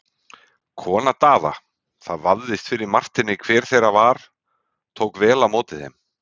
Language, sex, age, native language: Icelandic, male, 30-39, Icelandic